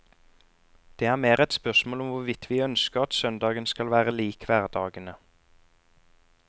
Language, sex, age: Norwegian, male, 34